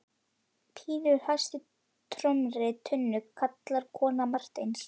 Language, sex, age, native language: Icelandic, female, 11, Icelandic